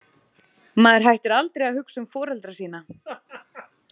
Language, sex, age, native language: Icelandic, female, 30-39, Icelandic